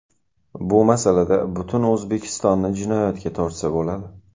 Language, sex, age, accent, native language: Uzbek, male, 18-24, Qashqadaryo, Uzbek